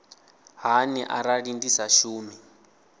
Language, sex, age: Venda, male, 20